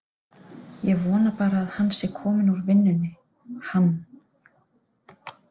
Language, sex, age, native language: Icelandic, female, 30-39, Icelandic